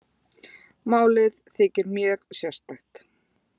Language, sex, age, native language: Icelandic, female, 20-29, Icelandic